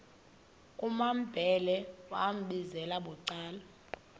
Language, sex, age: Xhosa, female, 20